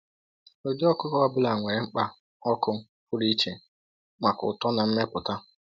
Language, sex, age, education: Igbo, male, 15-29, tertiary